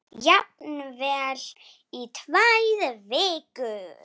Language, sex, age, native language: Icelandic, female, 7, Icelandic